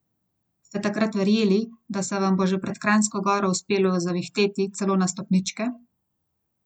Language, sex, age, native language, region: Slovenian, female, 30-49, Slovenian, Gorenjska region